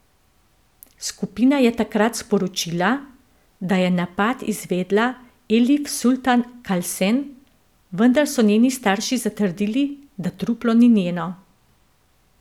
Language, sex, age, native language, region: Slovenian, female, 50-59, Slovenian, Central Slovenia